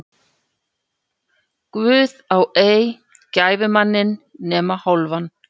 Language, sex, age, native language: Icelandic, female, 40-49, Icelandic